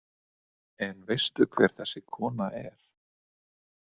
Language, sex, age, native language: Icelandic, male, 30-39, Icelandic